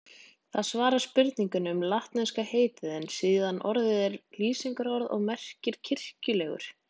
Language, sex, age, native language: Icelandic, female, 20-29, Icelandic